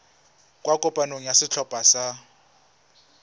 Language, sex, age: Tswana, male, 20